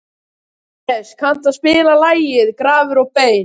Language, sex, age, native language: Icelandic, male, 12, Icelandic